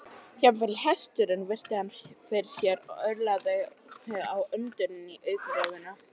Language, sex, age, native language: Icelandic, female, 30-39, Icelandic